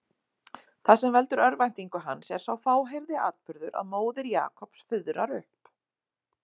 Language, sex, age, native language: Icelandic, female, 40-49, Icelandic